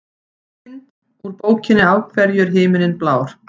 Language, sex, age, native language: Icelandic, female, 50-59, Icelandic